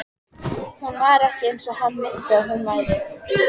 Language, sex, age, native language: Icelandic, female, 14, Icelandic